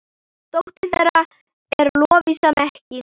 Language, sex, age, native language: Icelandic, female, 8, Icelandic